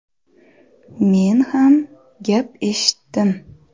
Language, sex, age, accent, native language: Uzbek, female, 25-34, Xorazm, Uzbek